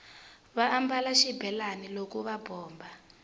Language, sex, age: Tsonga, female, 20